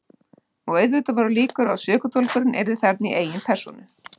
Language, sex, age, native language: Icelandic, female, 50-59, Icelandic